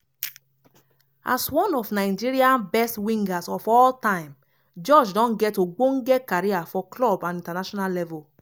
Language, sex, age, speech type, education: Nigerian Pidgin, female, 30-45, spontaneous, tertiary